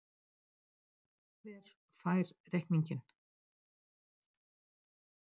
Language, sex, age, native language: Icelandic, female, 60-69, Icelandic